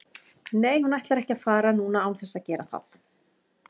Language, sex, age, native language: Icelandic, female, 40-49, Icelandic